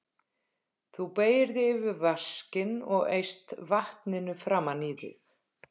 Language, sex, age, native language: Icelandic, female, 50-59, Icelandic